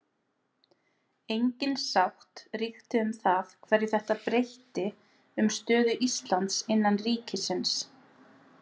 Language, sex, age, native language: Icelandic, female, 30-39, Icelandic